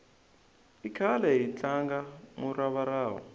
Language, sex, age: Tsonga, male, 20